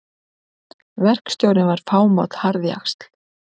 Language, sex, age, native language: Icelandic, female, 50-59, Icelandic